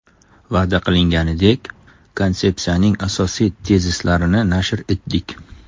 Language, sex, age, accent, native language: Uzbek, male, 35+, Toshkent shahri, Uzbek